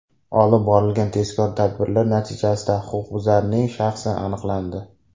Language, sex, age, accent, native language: Uzbek, male, 18-24, Samarqand, Uzbek